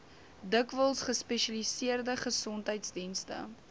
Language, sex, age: Afrikaans, female, 19